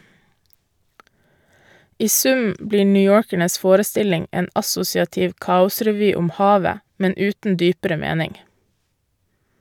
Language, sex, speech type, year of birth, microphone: Norwegian, female, read, 1988, Shure